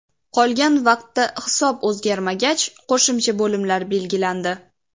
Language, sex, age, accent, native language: Uzbek, female, 18-24, Sirdaryo, Uzbek